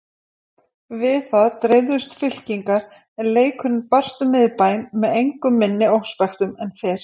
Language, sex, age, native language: Icelandic, female, 40-49, Icelandic